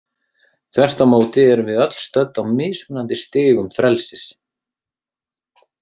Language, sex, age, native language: Icelandic, male, 30-39, Icelandic